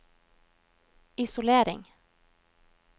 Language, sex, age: Norwegian, female, 21